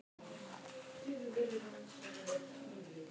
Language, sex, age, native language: Icelandic, male, 18-19, Icelandic